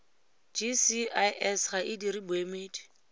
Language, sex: Tswana, female